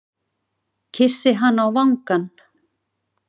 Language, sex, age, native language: Icelandic, female, 40-49, Icelandic